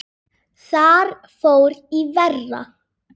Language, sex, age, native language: Icelandic, female, 10, Icelandic